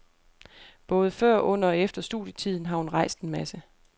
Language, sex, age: Danish, female, 28